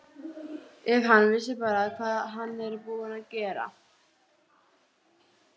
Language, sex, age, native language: Icelandic, female, 12, Icelandic